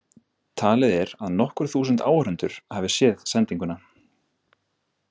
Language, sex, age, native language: Icelandic, male, 30-39, Icelandic